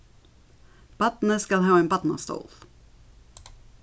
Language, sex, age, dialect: Faroese, female, 36-60, Suðurstreymoy